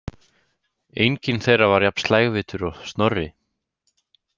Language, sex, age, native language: Icelandic, male, 18-19, Icelandic